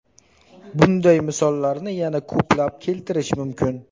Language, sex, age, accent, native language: Uzbek, male, 18-24, Qashqadaryo, Uzbek